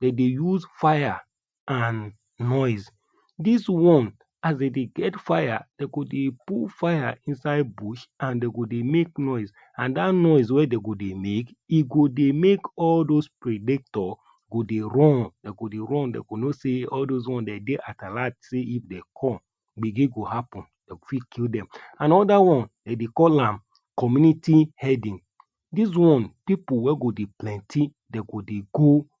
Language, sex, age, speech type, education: Nigerian Pidgin, male, 30-45, spontaneous, tertiary